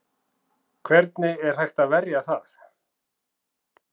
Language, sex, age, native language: Icelandic, male, 40-49, Icelandic